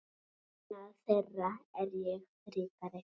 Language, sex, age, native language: Icelandic, female, 9, Icelandic